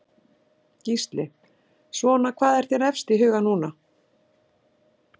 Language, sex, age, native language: Icelandic, female, 60-69, Icelandic